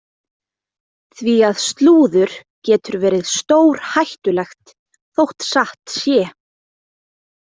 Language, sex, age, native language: Icelandic, female, 20-29, Icelandic